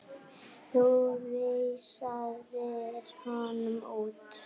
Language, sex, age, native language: Icelandic, female, 8, Icelandic